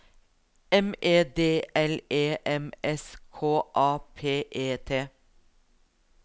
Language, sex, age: Norwegian, female, 42